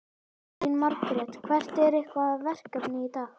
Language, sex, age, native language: Icelandic, male, 11, Icelandic